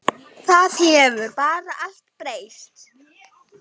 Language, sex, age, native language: Icelandic, male, 10, Icelandic